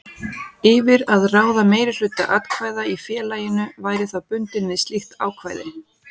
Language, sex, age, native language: Icelandic, female, 40-49, Icelandic